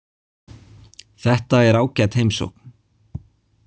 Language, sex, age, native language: Icelandic, male, 20-29, Icelandic